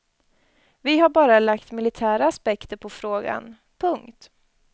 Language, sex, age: Swedish, female, 20